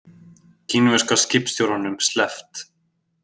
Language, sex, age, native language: Icelandic, male, 20-29, Icelandic